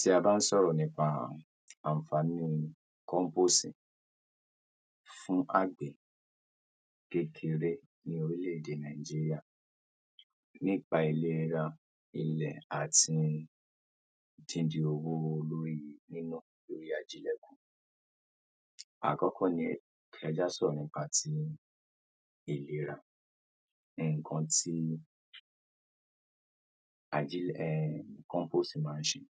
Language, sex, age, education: Yoruba, male, 46-60, tertiary